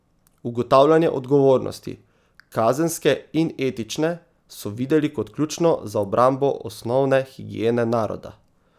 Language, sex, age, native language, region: Slovenian, male, 18-29, Slovenian, Savinja region